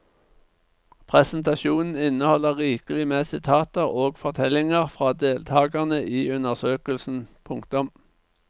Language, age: Norwegian, 49